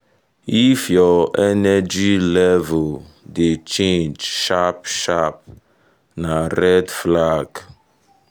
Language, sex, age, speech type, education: Nigerian Pidgin, male, 15-29, spontaneous, tertiary